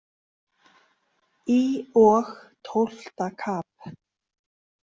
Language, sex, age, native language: Icelandic, female, 30-39, Icelandic